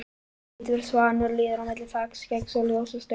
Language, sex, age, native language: Icelandic, male, 11, Icelandic